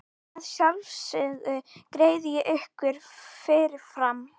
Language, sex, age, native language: Icelandic, female, 14, Icelandic